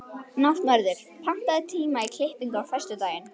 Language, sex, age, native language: Icelandic, female, 11, Icelandic